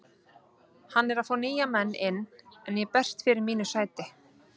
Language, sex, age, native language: Icelandic, female, 30-39, Icelandic